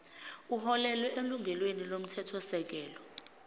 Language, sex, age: Zulu, female, 25